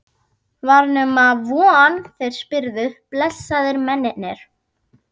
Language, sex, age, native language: Icelandic, female, 12, Icelandic